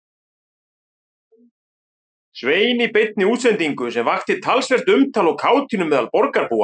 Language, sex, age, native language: Icelandic, male, 40-49, Icelandic